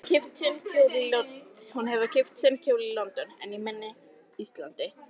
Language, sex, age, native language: Icelandic, female, 30-39, Icelandic